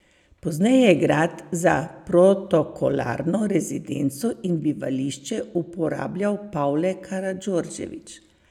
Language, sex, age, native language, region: Slovenian, female, 50-59, Slovenian, Savinja region